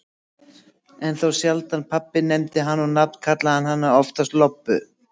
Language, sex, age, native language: Icelandic, female, 60-69, Icelandic